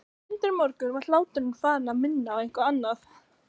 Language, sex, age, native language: Icelandic, other, 15, Icelandic